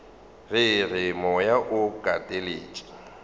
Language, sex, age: Northern Sotho, male, 35